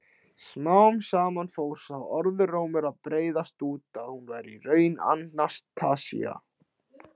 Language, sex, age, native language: Icelandic, male, 16, Icelandic